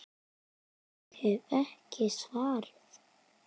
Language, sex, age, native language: Icelandic, female, 9, Icelandic